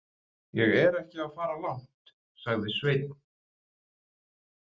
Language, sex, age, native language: Icelandic, male, 20-29, Icelandic